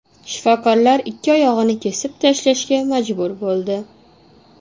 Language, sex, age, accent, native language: Uzbek, female, 19-29, Toshkent shahri, Uzbek